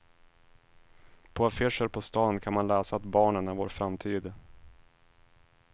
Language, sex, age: Swedish, male, 26